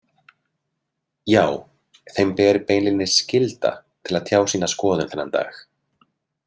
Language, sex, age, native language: Icelandic, male, 30-39, Icelandic